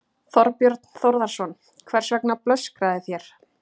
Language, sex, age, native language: Icelandic, female, 30-39, Icelandic